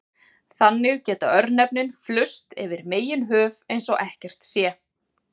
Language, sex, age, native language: Icelandic, female, 40-49, Icelandic